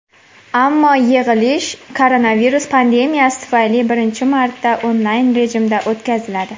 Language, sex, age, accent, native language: Uzbek, female, 19-29, Farg'ona, Uzbek